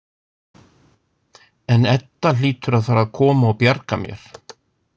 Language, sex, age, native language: Icelandic, male, 60-69, Icelandic